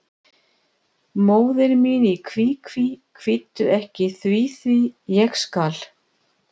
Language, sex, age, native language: Icelandic, female, 60-69, Icelandic